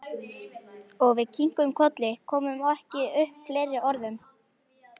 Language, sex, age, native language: Icelandic, male, 11, Icelandic